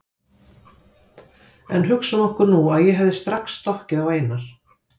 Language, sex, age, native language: Icelandic, female, 50-59, Icelandic